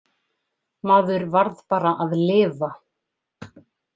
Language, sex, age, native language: Icelandic, female, 20-29, Icelandic